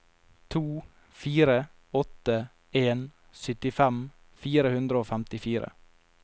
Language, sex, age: Norwegian, male, 22